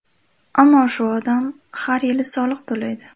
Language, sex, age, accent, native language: Uzbek, female, 18-24, Andijon, Uzbek